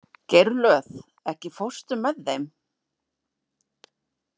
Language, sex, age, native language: Icelandic, female, 40-49, Icelandic